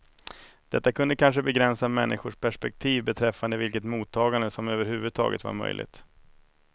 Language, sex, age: Swedish, male, 31